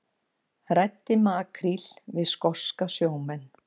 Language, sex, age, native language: Icelandic, female, 50-59, Icelandic